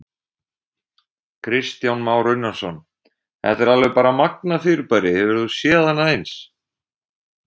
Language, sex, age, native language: Icelandic, male, 20-29, Icelandic